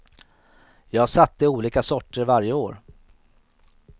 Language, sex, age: Swedish, male, 38